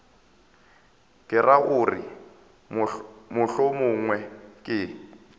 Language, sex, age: Northern Sotho, male, 24